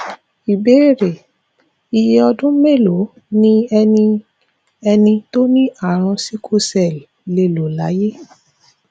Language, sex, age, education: Yoruba, female, 15-29, tertiary